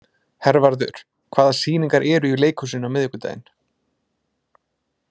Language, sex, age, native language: Icelandic, male, 20-29, Icelandic